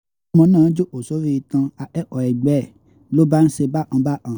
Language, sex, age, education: Yoruba, male, 15-29, tertiary